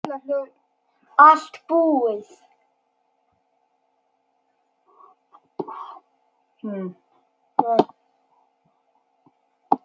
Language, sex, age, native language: Icelandic, male, 10, Icelandic